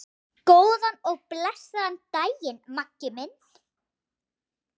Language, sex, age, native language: Icelandic, female, 8, Icelandic